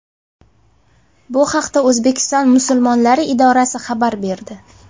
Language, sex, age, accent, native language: Uzbek, female, 18-24, Sirdaryo, Uzbek